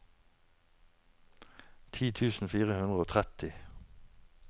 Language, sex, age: Norwegian, male, 49